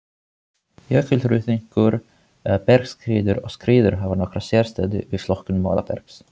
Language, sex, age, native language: Icelandic, male, 18-19, Finnish